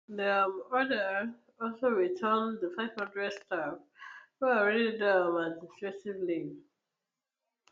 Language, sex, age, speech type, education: Nigerian Pidgin, female, 15-29, spontaneous, tertiary